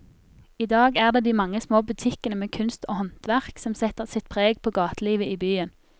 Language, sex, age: Norwegian, female, 24